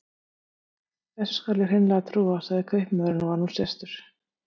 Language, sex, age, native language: Icelandic, female, 50-59, Icelandic